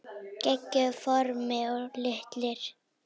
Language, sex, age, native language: Icelandic, female, 9, Icelandic